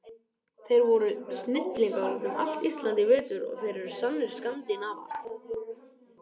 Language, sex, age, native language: Icelandic, other, 18-19, Icelandic